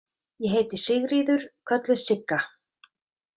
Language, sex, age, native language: Icelandic, female, 30-39, Icelandic